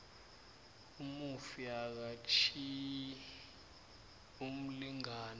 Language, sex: South Ndebele, male